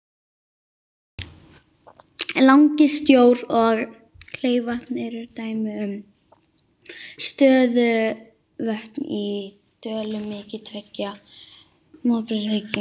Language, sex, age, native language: Icelandic, female, 18-19, Icelandic